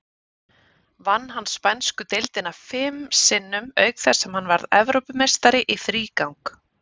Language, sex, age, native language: Icelandic, female, 30-39, Icelandic